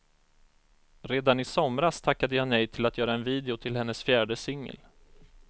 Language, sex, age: Swedish, male, 34